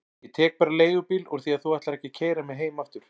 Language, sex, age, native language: Icelandic, male, 40-49, Icelandic